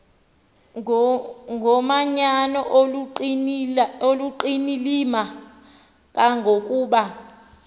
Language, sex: Xhosa, female